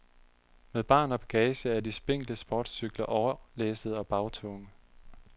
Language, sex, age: Danish, male, 30